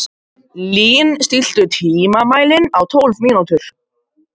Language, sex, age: Icelandic, other, 50-59